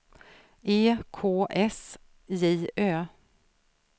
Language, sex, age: Swedish, female, 46